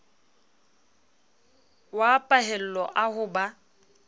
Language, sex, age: Southern Sotho, female, 29